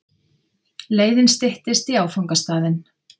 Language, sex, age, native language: Icelandic, female, 50-59, Icelandic